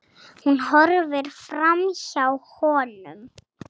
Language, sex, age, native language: Icelandic, female, 7, Icelandic